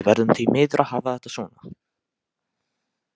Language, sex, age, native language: Icelandic, male, 18-19, Icelandic